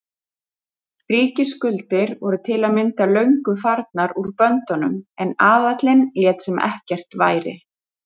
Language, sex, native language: Icelandic, male, Icelandic